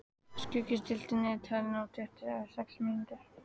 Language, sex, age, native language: Icelandic, female, 14, Icelandic